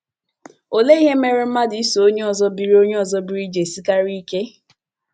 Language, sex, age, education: Igbo, female, 15-29, tertiary